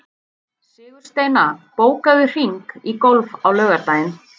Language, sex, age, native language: Icelandic, female, 30-39, Icelandic